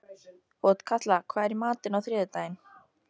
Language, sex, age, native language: Icelandic, female, 13, Icelandic